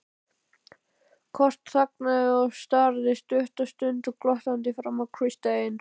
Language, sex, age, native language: Icelandic, male, 12, Icelandic